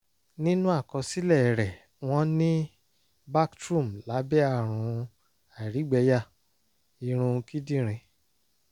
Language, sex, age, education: Yoruba, male, 30-45, tertiary